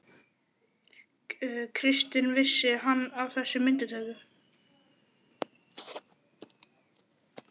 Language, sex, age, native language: Icelandic, male, 11, Icelandic